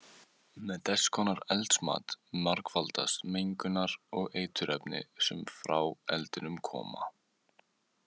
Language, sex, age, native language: Icelandic, male, 18-19, Icelandic